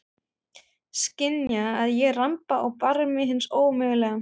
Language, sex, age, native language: Icelandic, female, 30-39, German